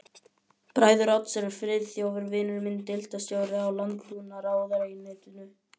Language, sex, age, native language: Icelandic, male, 11, Icelandic